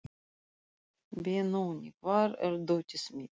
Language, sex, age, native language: Icelandic, female, 40-49, Russian